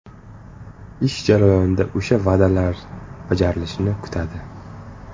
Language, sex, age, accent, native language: Uzbek, male, 25-34, Surxondaryo, Uzbek